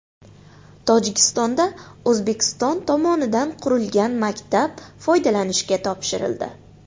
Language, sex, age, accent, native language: Uzbek, female, 18-24, Xorazm, Uzbek